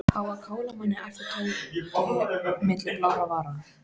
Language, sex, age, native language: Icelandic, female, 15, Icelandic